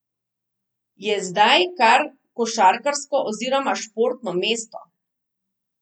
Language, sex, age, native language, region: Slovenian, female, 30-49, Slovenian, Southeast Slovenia